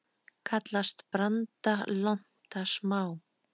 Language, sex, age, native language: Icelandic, male, 10, Icelandic